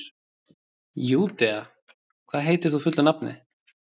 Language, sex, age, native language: Icelandic, male, 30-39, Icelandic